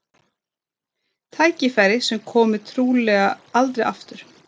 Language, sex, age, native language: Icelandic, female, 30-39, Swedish